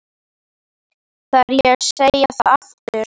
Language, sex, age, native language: Icelandic, female, 11, Icelandic